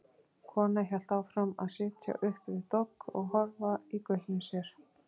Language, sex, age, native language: Icelandic, female, 40-49, Icelandic